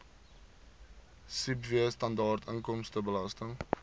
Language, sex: Afrikaans, male